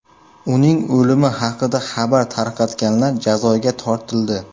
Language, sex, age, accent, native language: Uzbek, male, 18-24, Samarqand, Uzbek